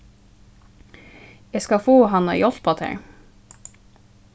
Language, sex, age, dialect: Faroese, female, 15-35, Suðurstreymoy